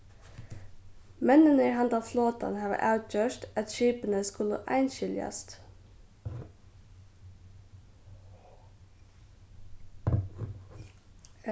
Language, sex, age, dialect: Faroese, female, 15-35, Suðurstreymoy